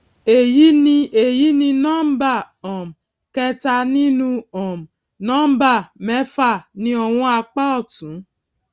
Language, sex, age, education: Yoruba, female, 46-60, tertiary